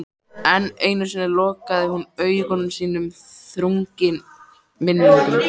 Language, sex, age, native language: Icelandic, male, 13, Icelandic